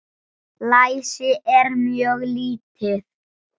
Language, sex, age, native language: Icelandic, male, 7, Icelandic